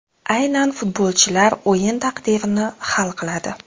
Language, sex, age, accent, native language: Uzbek, female, 19-29, Xorazm, Uzbek